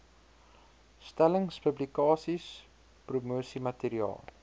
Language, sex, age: Afrikaans, male, 23